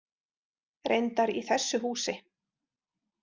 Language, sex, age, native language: Icelandic, female, 40-49, Icelandic